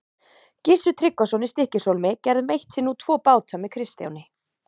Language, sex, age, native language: Icelandic, female, 30-39, Icelandic